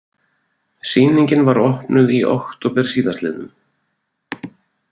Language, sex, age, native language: Icelandic, male, 40-49, Icelandic